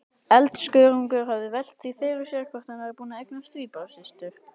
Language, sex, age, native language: Icelandic, male, 18-19, Icelandic